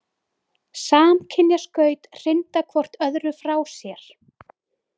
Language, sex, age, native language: Icelandic, female, 20-29, Icelandic